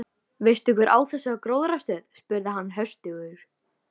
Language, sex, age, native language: Icelandic, female, 13, Icelandic